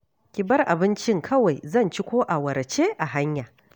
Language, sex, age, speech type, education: Hausa, female, 46-60, read, tertiary